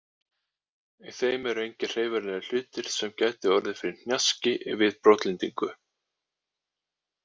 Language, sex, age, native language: Icelandic, male, 20-29, Icelandic